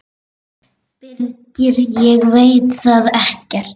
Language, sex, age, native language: Icelandic, female, 8, Icelandic